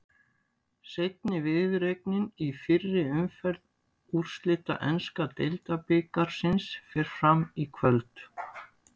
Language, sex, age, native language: Icelandic, female, 60-69, Icelandic